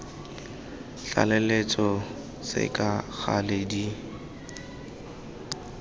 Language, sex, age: Tswana, male, 19